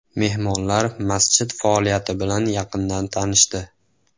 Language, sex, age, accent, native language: Uzbek, male, 18-24, Andijon, Uzbek